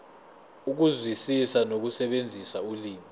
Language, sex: Zulu, male